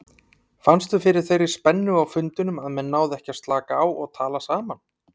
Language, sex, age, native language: Icelandic, male, 30-39, Icelandic